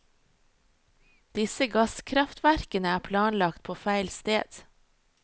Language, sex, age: Norwegian, female, 38